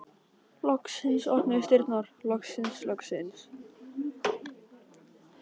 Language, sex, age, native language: Icelandic, male, 18-19, Icelandic